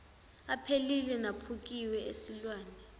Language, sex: Zulu, female